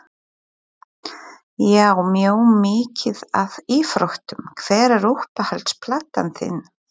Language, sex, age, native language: Icelandic, female, 40-49, Polish